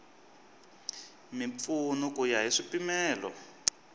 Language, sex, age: Tsonga, male, 23